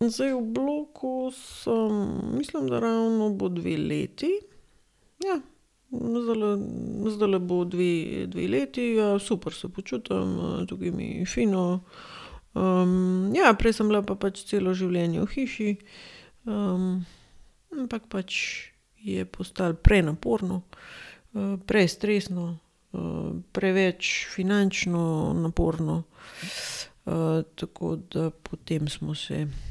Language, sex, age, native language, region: Slovenian, female, 30-49, Slovenian, Gorenjska region